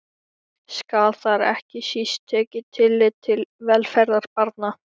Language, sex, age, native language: Icelandic, male, 13, Icelandic